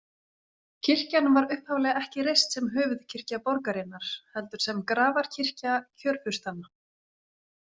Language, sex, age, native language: Icelandic, female, 40-49, Icelandic